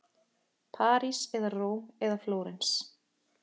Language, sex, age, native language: Icelandic, female, 30-39, Icelandic